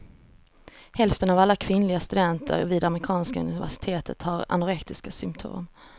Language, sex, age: Swedish, female, 34